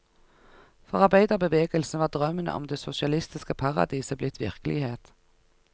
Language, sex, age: Norwegian, female, 49